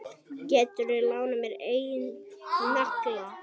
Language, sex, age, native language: Icelandic, female, 8, Icelandic